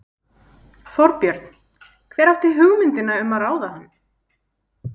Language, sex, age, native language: Icelandic, female, 20-29, Icelandic